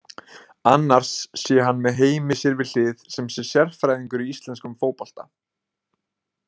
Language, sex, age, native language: Icelandic, male, 20-29, Icelandic